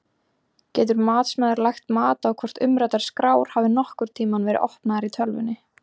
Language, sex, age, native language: Icelandic, female, 20-29, Icelandic